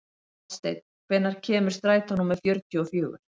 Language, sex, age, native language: Icelandic, female, 50-59, Icelandic